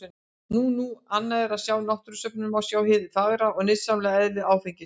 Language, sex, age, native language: Icelandic, female, 60-69, Icelandic